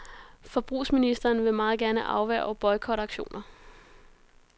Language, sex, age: Danish, female, 33